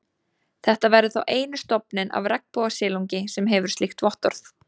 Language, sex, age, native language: Icelandic, female, 20-29, Icelandic